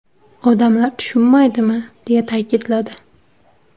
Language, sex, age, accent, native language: Uzbek, female, 19-29, Surxondaryo, Uzbek